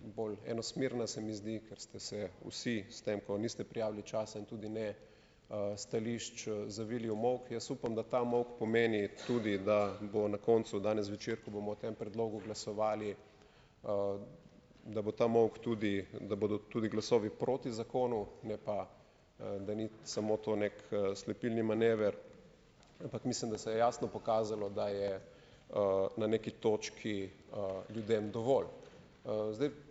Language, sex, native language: Slovenian, male, Slovenian